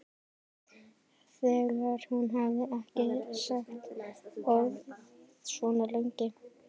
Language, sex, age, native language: Icelandic, female, 12, Icelandic